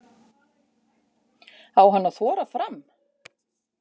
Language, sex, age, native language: Icelandic, female, 50-59, Icelandic